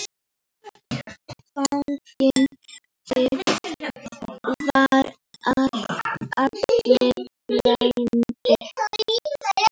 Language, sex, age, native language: Icelandic, female, 8, Icelandic